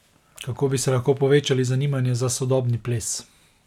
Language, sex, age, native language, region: Slovenian, male, 30-49, Slovenian, Savinja region